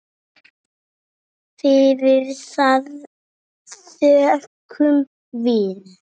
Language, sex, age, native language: Icelandic, male, 6, Icelandic